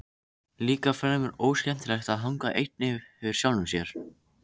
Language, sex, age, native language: Icelandic, other, 13, Icelandic